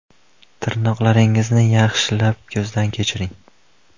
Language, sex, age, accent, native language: Uzbek, male, under 19, Andijon, Uzbek